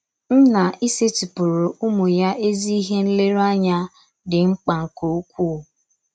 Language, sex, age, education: Igbo, female, 15-29, tertiary